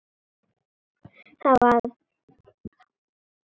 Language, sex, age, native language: Icelandic, female, 14, Icelandic